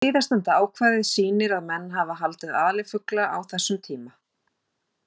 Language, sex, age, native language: Icelandic, female, 40-49, Icelandic